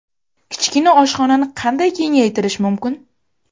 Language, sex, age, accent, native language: Uzbek, female, 18-24, Farg'ona, Uzbek